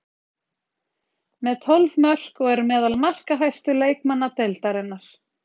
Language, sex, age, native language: Icelandic, female, 30-39, Icelandic